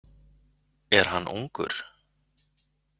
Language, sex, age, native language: Icelandic, male, 40-49, Icelandic